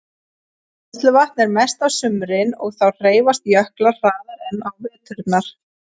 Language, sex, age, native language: Icelandic, female, 30-39, Icelandic